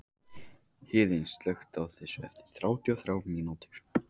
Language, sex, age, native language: Icelandic, male, 15, Icelandic